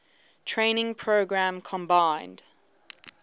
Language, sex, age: English, female, 19